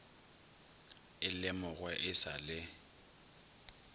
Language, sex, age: Northern Sotho, male, 22